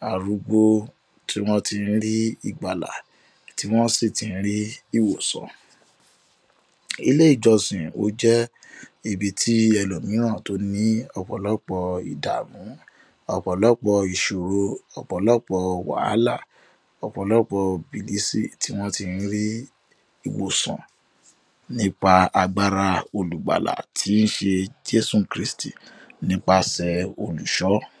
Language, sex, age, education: Yoruba, male, 15-29, tertiary